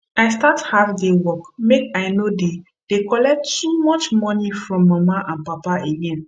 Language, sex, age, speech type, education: Nigerian Pidgin, female, 15-29, spontaneous, tertiary